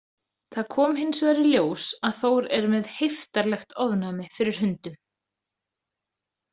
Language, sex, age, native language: Icelandic, female, 30-39, Icelandic